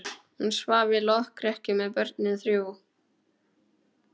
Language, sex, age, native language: Icelandic, male, 12, Icelandic